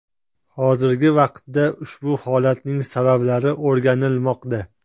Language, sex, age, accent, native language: Uzbek, male, 25-34, Toshkent shahri, Uzbek